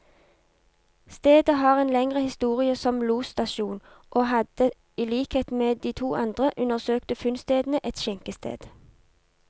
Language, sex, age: Norwegian, female, 32